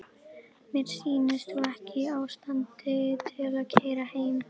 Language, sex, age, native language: Icelandic, female, 11, Icelandic